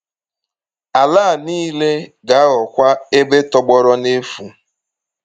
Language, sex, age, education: Igbo, male, 30-45, tertiary